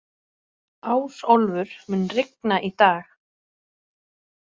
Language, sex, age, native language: Icelandic, female, 30-39, Icelandic